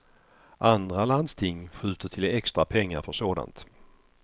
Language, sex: Swedish, male